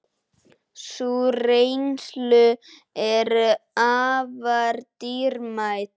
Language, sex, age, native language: Icelandic, male, 9, Icelandic